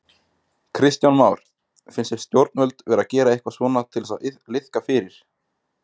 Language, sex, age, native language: Icelandic, male, 20-29, Icelandic